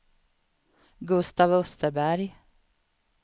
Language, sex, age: Swedish, female, 52